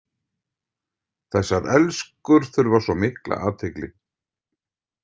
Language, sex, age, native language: Icelandic, male, 50-59, Icelandic